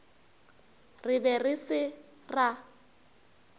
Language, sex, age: Northern Sotho, female, 24